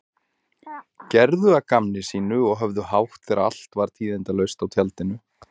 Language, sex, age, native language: Icelandic, male, 40-49, Icelandic